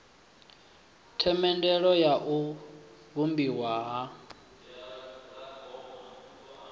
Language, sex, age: Venda, male, 24